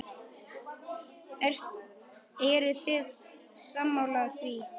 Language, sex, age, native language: Icelandic, male, 10, Icelandic